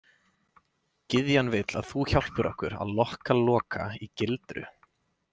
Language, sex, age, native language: Icelandic, male, 20-29, Icelandic